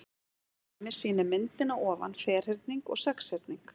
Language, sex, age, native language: Icelandic, female, 40-49, Icelandic